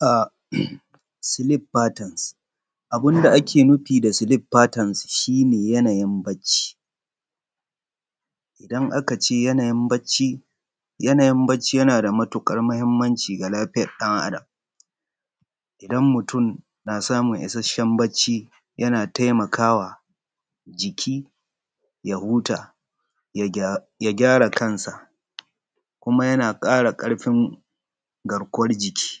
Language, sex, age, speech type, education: Hausa, male, 30-45, spontaneous, tertiary